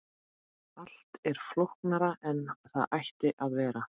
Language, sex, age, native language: Icelandic, female, 30-39, Icelandic